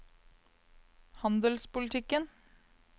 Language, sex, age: Norwegian, female, 22